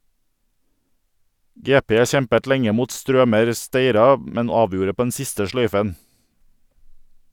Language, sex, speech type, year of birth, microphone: Norwegian, male, read, 1978, Sennheiser